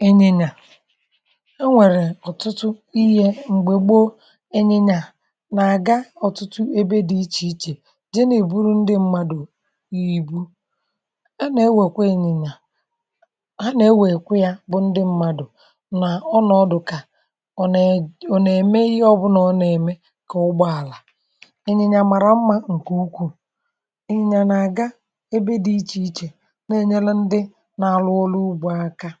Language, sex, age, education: Igbo, female, 46-60, tertiary